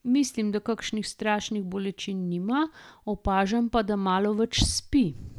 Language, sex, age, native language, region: Slovenian, female, 50-59, Slovenian, Gorenjska region